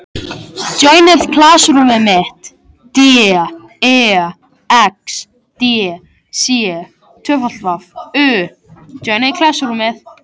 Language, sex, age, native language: Icelandic, male, 13, Icelandic